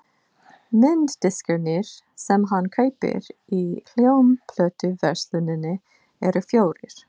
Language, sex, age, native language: Icelandic, female, 40-49, English